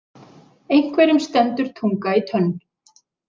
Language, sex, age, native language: Icelandic, female, 40-49, Icelandic